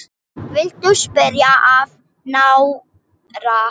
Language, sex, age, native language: Icelandic, female, 7, English